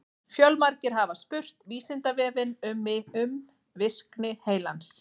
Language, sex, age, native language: Icelandic, female, 40-49, Icelandic